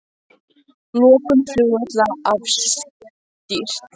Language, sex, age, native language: Icelandic, other, 18-19, Icelandic